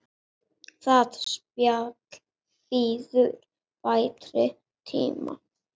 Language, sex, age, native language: Icelandic, male, 8, Icelandic